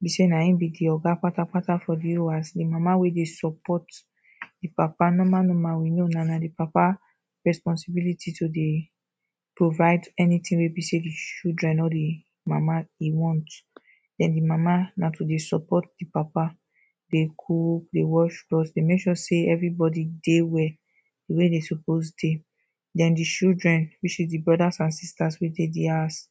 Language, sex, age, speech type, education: Nigerian Pidgin, female, 30-45, spontaneous, tertiary